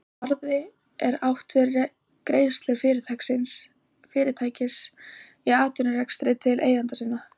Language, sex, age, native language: Icelandic, female, 20-29, Icelandic